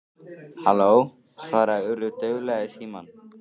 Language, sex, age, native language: Icelandic, male, 13, Icelandic